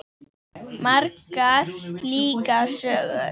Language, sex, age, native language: Icelandic, female, 10, Icelandic